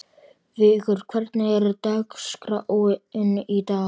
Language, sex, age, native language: Icelandic, male, 12, Icelandic